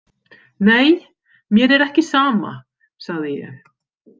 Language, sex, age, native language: Icelandic, female, 50-59, Icelandic